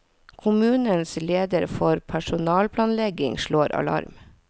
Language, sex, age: Norwegian, female, 40